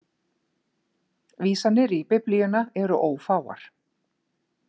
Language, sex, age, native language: Icelandic, female, 50-59, Icelandic